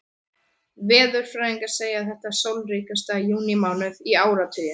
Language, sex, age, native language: Icelandic, male, 13, Icelandic